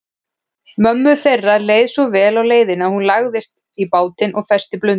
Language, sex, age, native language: Icelandic, female, 40-49, Icelandic